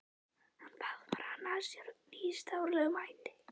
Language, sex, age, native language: Icelandic, female, 11, Icelandic